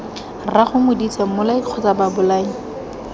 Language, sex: Tswana, female